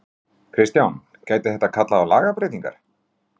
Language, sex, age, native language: Icelandic, male, 40-49, Icelandic